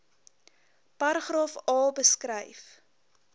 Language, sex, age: Afrikaans, female, 20